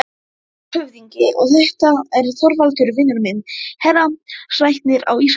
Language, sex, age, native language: Icelandic, male, 12, Icelandic